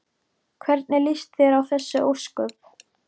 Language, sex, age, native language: Icelandic, female, 12, Icelandic